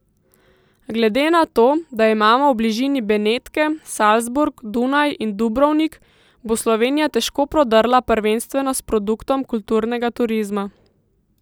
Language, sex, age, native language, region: Slovenian, female, 18-29, Slovenian, Central Slovenia